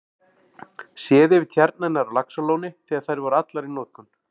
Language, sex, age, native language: Icelandic, male, 40-49, Icelandic